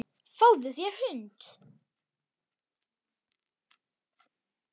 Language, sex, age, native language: Icelandic, male, 8, Icelandic